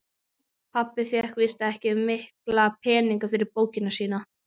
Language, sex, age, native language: Icelandic, female, 12, Icelandic